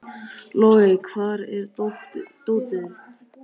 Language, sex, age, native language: Icelandic, male, 13, Icelandic